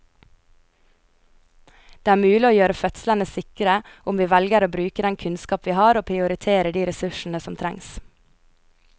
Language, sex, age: Norwegian, female, 22